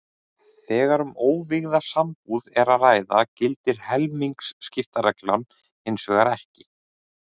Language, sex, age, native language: Icelandic, male, 30-39, Icelandic